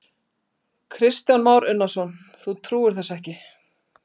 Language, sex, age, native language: Icelandic, female, 60-69, Icelandic